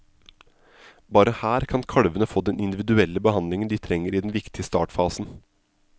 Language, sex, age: Norwegian, male, 27